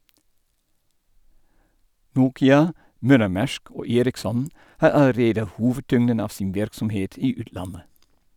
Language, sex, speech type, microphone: Norwegian, male, read, Sennheiser